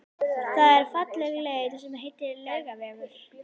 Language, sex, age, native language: Icelandic, female, 11, Icelandic